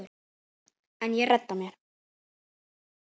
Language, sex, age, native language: Icelandic, male, 9, Icelandic